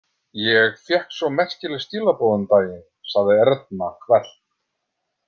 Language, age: Icelandic, 50-59